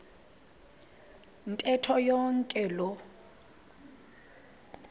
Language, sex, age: Xhosa, female, 26